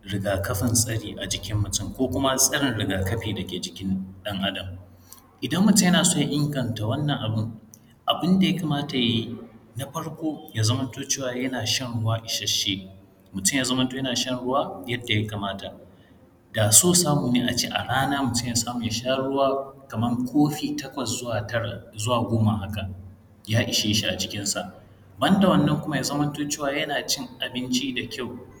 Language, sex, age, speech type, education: Hausa, male, 15-29, spontaneous, secondary